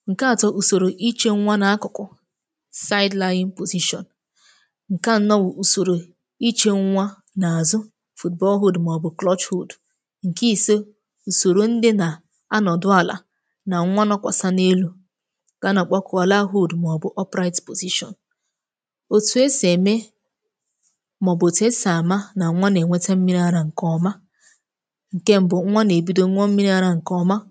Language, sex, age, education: Igbo, female, 15-29, tertiary